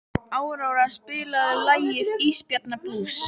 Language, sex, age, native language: Icelandic, female, 12, Icelandic